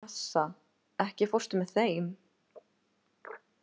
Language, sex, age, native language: Icelandic, female, 20-29, Icelandic